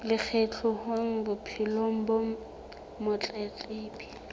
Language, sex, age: Southern Sotho, female, 35